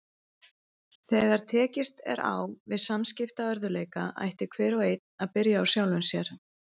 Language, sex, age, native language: Icelandic, female, 30-39, Icelandic